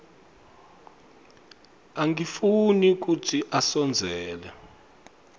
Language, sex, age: Swati, male, 25